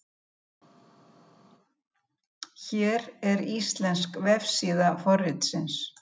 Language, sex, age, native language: Icelandic, female, 70-79, Icelandic